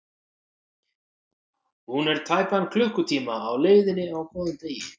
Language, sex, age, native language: Icelandic, male, 40-49, Icelandic